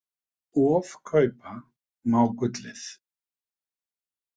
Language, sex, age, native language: Icelandic, male, 50-59, Icelandic